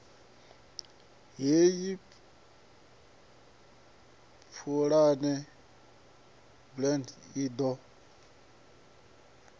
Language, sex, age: Venda, male, 37